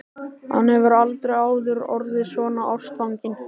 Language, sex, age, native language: Icelandic, male, 13, Icelandic